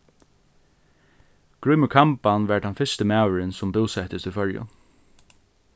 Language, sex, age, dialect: Faroese, male, 15-35, Norðurstreymoy/Eysturoy